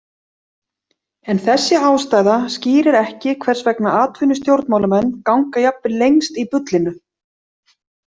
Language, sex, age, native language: Icelandic, female, 40-49, Icelandic